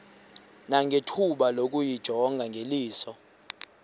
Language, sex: Xhosa, male